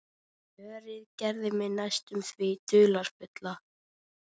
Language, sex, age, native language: Icelandic, female, 13, Icelandic